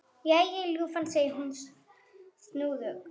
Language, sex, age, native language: Icelandic, female, 9, Icelandic